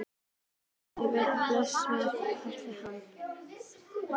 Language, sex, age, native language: Icelandic, female, 11, Icelandic